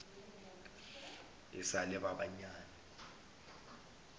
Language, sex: Northern Sotho, male